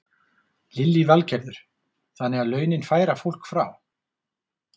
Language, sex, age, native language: Icelandic, male, 40-49, Icelandic